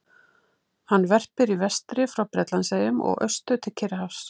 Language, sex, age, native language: Icelandic, female, 50-59, Icelandic